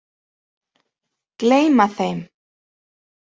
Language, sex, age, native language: Icelandic, female, 30-39, Icelandic